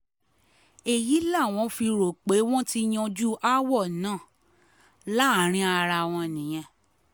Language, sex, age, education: Yoruba, female, 30-45, tertiary